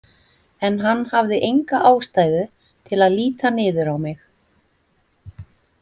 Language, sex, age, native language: Icelandic, female, 50-59, Icelandic